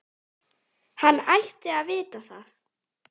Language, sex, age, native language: Icelandic, female, 10, Icelandic